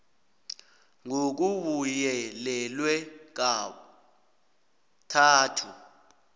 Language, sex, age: South Ndebele, male, 19